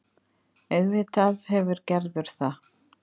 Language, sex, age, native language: Icelandic, female, 50-59, Icelandic